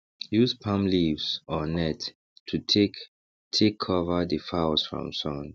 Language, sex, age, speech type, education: Nigerian Pidgin, male, 30-45, spontaneous, tertiary